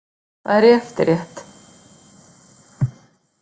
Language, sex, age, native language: Icelandic, female, 60-69, Icelandic